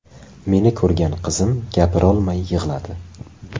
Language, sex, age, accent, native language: Uzbek, male, 18-24, Qashqadaryo, Uzbek